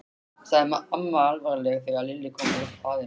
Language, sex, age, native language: Icelandic, male, 13, Icelandic